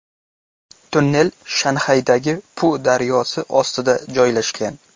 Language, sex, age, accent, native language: Uzbek, male, 18-24, Qashqadaryo, Uzbek